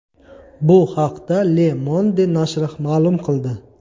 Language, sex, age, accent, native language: Uzbek, male, 25-34, Qashqadaryo, Uzbek